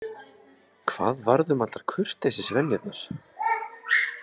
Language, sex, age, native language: Icelandic, male, 20-29, Icelandic